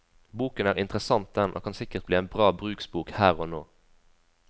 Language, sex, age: Norwegian, female, 20